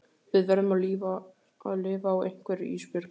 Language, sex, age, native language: Icelandic, male, 15, Icelandic